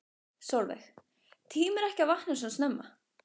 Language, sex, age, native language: Icelandic, female, 15, Icelandic